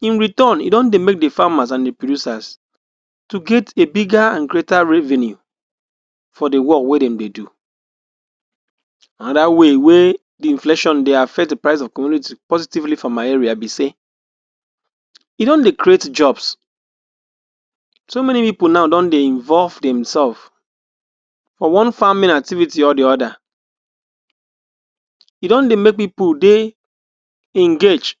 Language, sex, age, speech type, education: Nigerian Pidgin, male, 60+, spontaneous, tertiary